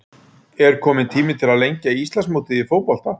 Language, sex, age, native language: Icelandic, male, 40-49, Icelandic